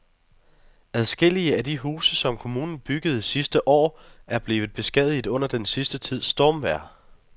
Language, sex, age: Danish, male, 23